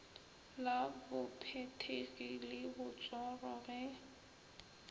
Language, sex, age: Northern Sotho, female, 21